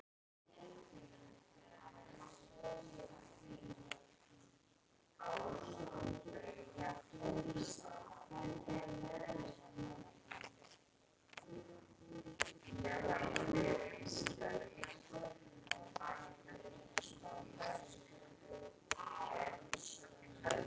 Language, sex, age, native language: Icelandic, female, 40-49, Icelandic